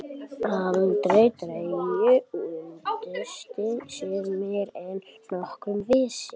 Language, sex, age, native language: Icelandic, male, 12, Icelandic